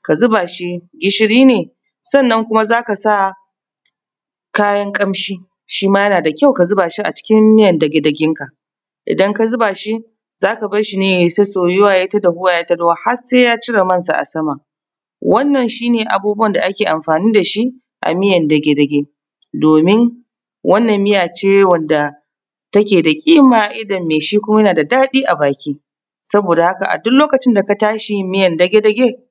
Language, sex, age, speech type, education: Hausa, female, 30-45, spontaneous, tertiary